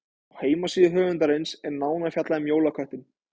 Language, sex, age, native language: Icelandic, male, 20-29, Icelandic